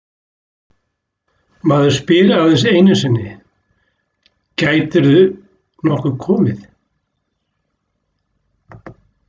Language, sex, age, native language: Icelandic, male, 60-69, Icelandic